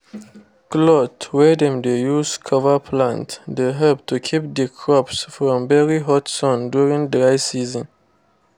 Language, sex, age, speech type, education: Nigerian Pidgin, male, 15-29, spontaneous, tertiary